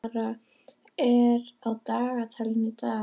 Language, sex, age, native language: Icelandic, female, 11, Icelandic